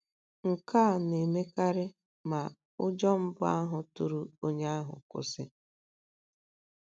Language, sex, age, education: Igbo, female, 30-45, tertiary